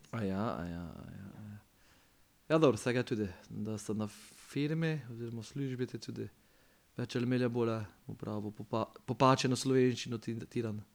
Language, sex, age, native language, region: Slovenian, male, 30-49, Slovenian, Pomurje region